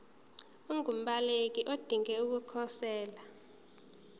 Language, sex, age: Zulu, female, 19